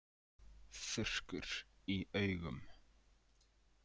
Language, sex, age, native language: Icelandic, male, 20-29, Icelandic